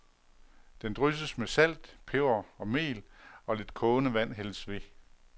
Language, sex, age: Danish, male, 48